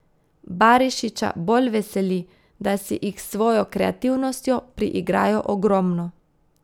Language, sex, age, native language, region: Slovenian, female, 30-49, Slovenian, Gorica region